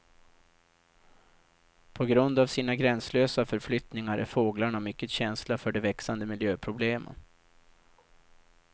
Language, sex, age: Swedish, male, 32